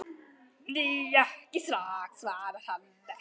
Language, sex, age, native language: Icelandic, male, 9, Icelandic